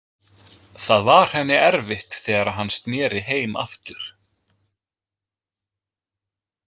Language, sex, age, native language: Icelandic, male, 20-29, Icelandic